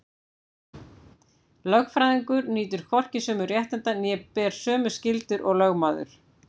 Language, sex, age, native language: Icelandic, female, 50-59, Icelandic